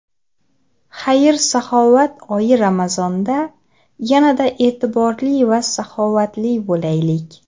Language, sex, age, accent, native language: Uzbek, female, 19-29, Xorazm, Uzbek